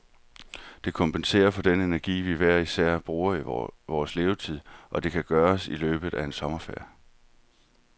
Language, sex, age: Danish, male, 31